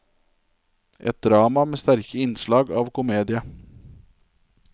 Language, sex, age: Norwegian, male, 27